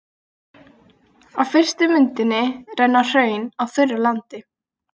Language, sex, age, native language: Icelandic, female, 20-29, Icelandic